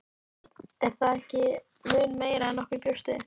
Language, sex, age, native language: Icelandic, female, 12, Icelandic